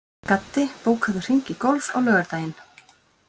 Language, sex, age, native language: Icelandic, female, 50-59, Icelandic